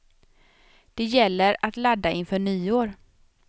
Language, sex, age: Swedish, female, 27